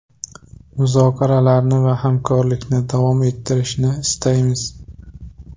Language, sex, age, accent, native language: Uzbek, male, 18-24, Qashqadaryo, Uzbek